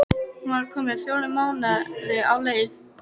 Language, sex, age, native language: Icelandic, female, 12, Icelandic